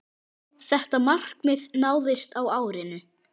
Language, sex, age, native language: Icelandic, male, 8, Icelandic